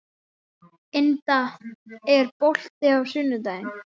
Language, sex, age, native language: Icelandic, male, 14, Icelandic